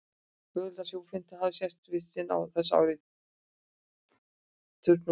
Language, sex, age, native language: Icelandic, female, 60-69, Icelandic